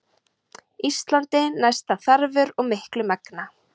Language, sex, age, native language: Icelandic, female, 30-39, Icelandic